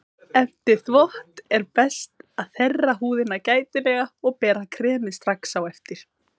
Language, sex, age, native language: Icelandic, female, 20-29, Icelandic